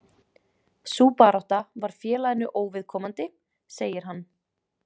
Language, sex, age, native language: Icelandic, female, 20-29, Icelandic